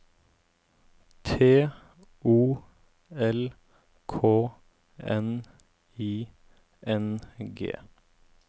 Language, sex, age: Norwegian, male, 17